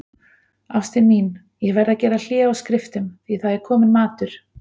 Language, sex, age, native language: Icelandic, female, 40-49, Icelandic